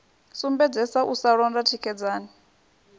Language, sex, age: Venda, female, 21